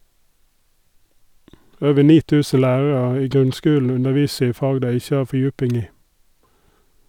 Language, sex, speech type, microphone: Norwegian, male, read, Sennheiser